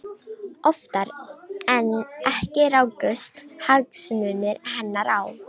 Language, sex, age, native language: Icelandic, female, 18-19, Romanian